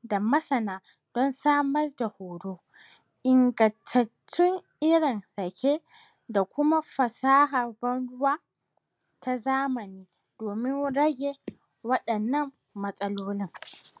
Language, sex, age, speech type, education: Hausa, female, 30-45, spontaneous, tertiary